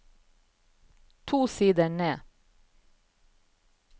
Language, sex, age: Norwegian, female, 34